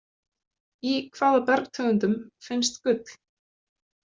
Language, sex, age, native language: Icelandic, female, 20-29, Icelandic